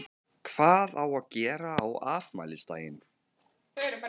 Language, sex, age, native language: Icelandic, male, 13, Icelandic